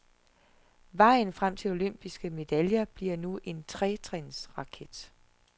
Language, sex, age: Danish, female, 41